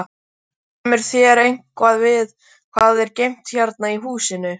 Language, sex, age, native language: Icelandic, male, 12, Icelandic